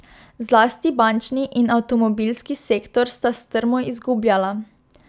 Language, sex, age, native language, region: Slovenian, female, 12-17, Slovenian, Drava region